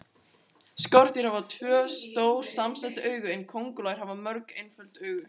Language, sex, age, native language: Icelandic, female, 18-19, Icelandic